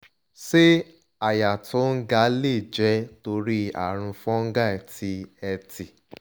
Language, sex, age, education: Yoruba, male, 15-29, tertiary